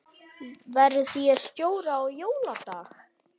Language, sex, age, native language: Icelandic, male, 10, Icelandic